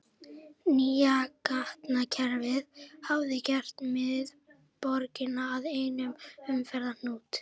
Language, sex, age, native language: Icelandic, female, 11, Icelandic